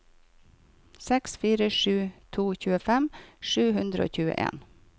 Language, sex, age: Norwegian, female, 51